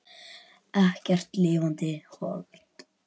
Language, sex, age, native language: Icelandic, male, 10, Icelandic